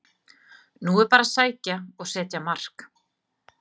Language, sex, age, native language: Icelandic, female, 30-39, Icelandic